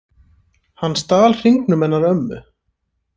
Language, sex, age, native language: Icelandic, male, 30-39, Icelandic